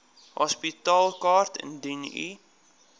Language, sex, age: Afrikaans, male, 22